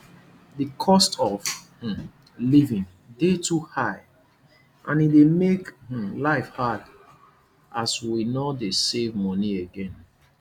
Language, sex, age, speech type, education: Nigerian Pidgin, male, 30-45, spontaneous, tertiary